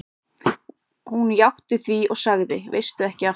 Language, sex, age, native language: Icelandic, male, 14, Icelandic